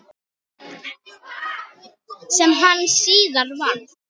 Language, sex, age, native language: Icelandic, female, 8, Icelandic